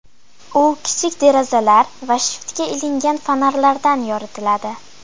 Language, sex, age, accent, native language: Uzbek, female, 12-17, Farg'ona, Uzbek